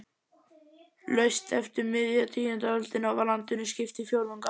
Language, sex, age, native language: Icelandic, male, 11, Icelandic